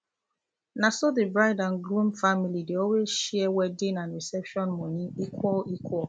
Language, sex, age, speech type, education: Nigerian Pidgin, female, 15-29, spontaneous, tertiary